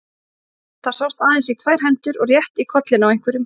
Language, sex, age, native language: Icelandic, female, 30-39, Icelandic